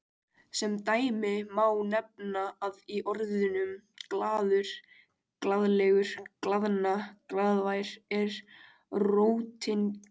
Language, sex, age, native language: Icelandic, male, 18-19, Icelandic